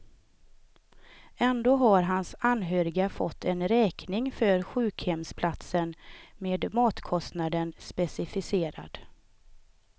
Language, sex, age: Swedish, female, 38